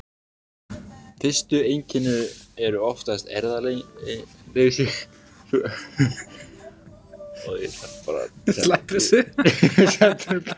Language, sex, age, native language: Icelandic, male, 18-19, Icelandic